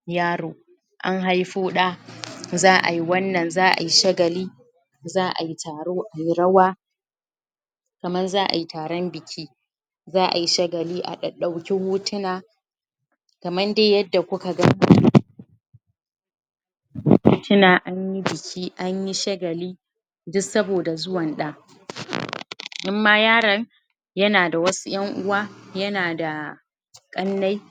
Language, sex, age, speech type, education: Hausa, female, 15-29, spontaneous, primary